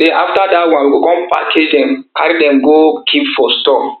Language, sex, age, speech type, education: Nigerian Pidgin, male, 30-45, spontaneous, tertiary